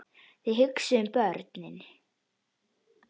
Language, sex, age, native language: Icelandic, female, 10, Icelandic